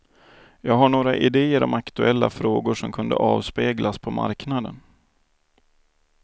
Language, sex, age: Swedish, male, 28